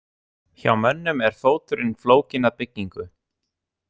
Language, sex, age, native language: Icelandic, other, 18-19, Icelandic